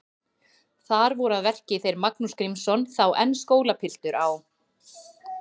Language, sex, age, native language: Icelandic, female, 30-39, Icelandic